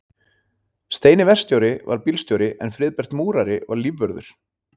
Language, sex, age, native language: Icelandic, male, 30-39, Icelandic